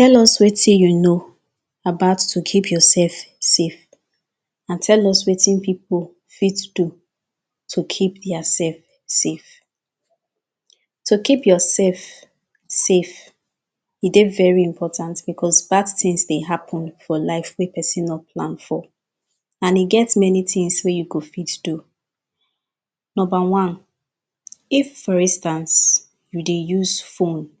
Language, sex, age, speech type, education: Nigerian Pidgin, female, 15-29, spontaneous, tertiary